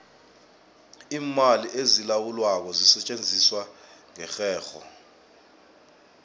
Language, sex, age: South Ndebele, male, 24